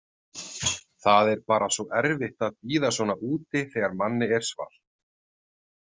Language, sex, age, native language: Icelandic, male, 30-39, Icelandic